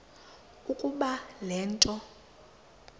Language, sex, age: Xhosa, female, 20